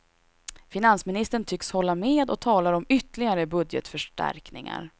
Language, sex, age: Swedish, female, 26